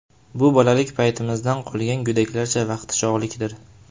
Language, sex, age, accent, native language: Uzbek, male, 18-24, Farg'ona, Uzbek